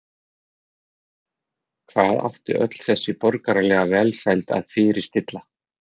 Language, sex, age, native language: Icelandic, male, 40-49, Icelandic